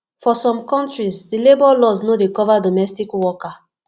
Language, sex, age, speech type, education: Nigerian Pidgin, female, 15-29, spontaneous, tertiary